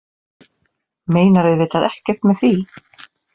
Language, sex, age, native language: Icelandic, female, 40-49, Icelandic